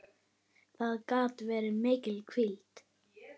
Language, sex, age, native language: Icelandic, female, 9, Icelandic